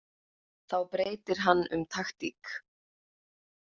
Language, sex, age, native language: Icelandic, female, 20-29, Icelandic